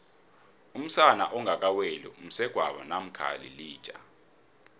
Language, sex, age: South Ndebele, male, 26